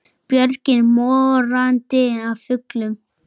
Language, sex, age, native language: Icelandic, male, 8, Icelandic